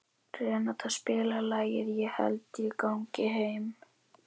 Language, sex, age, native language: Icelandic, female, 11, Icelandic